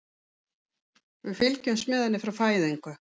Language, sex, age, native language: Icelandic, female, 50-59, Icelandic